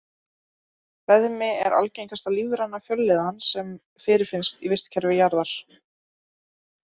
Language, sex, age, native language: Icelandic, female, 20-29, Icelandic